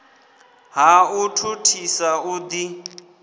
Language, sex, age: Venda, male, 19